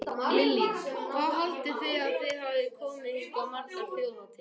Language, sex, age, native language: Icelandic, other, 18-19, Icelandic